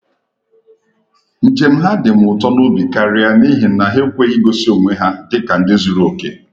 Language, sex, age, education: Igbo, male, 30-45, tertiary